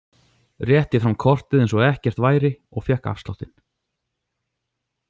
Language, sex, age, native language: Icelandic, male, 40-49, Icelandic